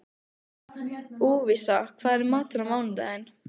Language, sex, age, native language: Icelandic, female, 15, Icelandic